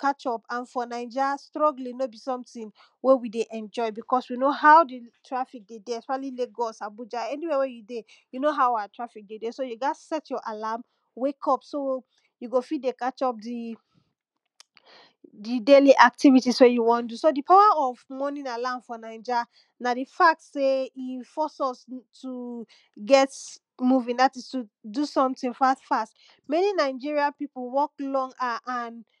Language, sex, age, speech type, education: Nigerian Pidgin, female, 15-29, spontaneous, tertiary